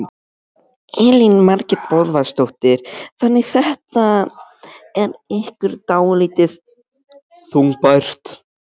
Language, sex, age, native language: Icelandic, male, 13, Icelandic